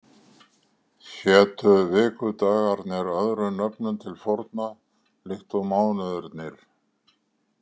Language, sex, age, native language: Icelandic, male, 80-89, Icelandic